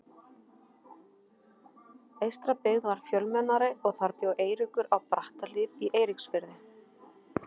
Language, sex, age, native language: Icelandic, female, 30-39, Icelandic